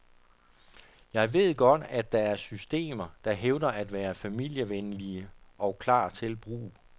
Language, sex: Danish, male